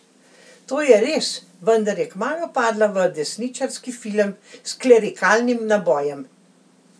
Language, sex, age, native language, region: Slovenian, female, 60+, Slovenian, Central Slovenia